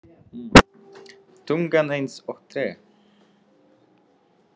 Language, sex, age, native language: Icelandic, male, 30-39, Czech